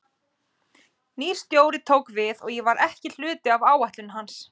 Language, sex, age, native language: Icelandic, female, 20-29, Icelandic